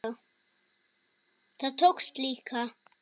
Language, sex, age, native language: Icelandic, female, 7, Icelandic